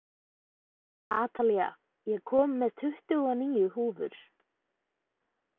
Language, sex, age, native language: Icelandic, female, 20-29, Icelandic